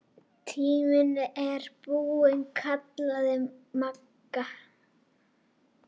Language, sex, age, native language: Icelandic, female, 8, Icelandic